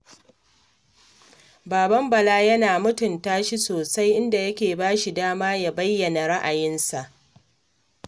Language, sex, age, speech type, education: Hausa, female, 30-45, read, secondary